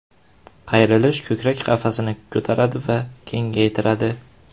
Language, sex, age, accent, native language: Uzbek, male, 18-24, Farg'ona, Uzbek